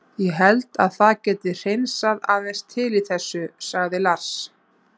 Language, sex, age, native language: Icelandic, female, 30-39, Icelandic